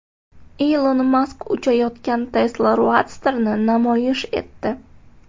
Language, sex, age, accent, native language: Uzbek, female, 18-24, Toshkent shahri, Uzbek